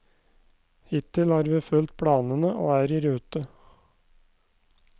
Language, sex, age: Norwegian, male, 29